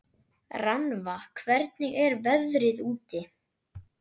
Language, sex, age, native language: Icelandic, male, 12, Icelandic